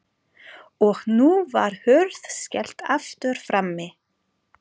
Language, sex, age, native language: Icelandic, female, 40-49, German